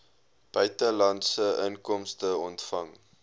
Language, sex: Afrikaans, male